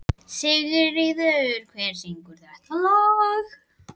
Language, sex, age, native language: Icelandic, female, 12, Icelandic